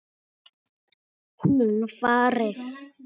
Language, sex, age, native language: Icelandic, male, 6, Icelandic